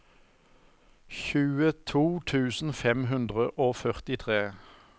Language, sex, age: Norwegian, male, 54